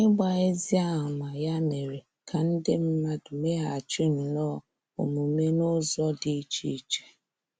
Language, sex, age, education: Igbo, female, 30-45, tertiary